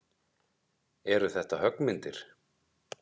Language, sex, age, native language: Icelandic, male, 30-39, Icelandic